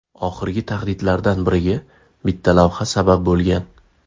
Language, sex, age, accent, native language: Uzbek, male, 18-24, Farg'ona, Uzbek